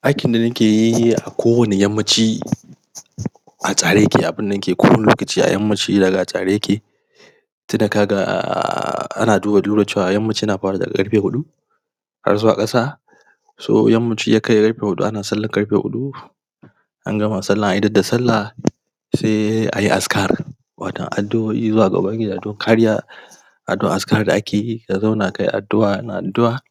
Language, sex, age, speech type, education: Hausa, male, 30-45, spontaneous, primary